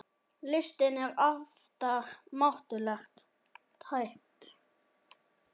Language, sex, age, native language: Icelandic, male, 10, Icelandic